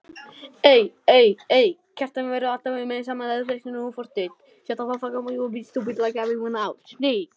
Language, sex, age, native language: Icelandic, other, 11, Icelandic